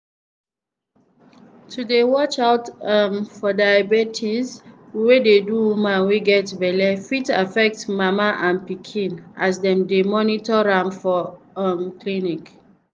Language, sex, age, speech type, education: Nigerian Pidgin, female, 30-45, spontaneous, tertiary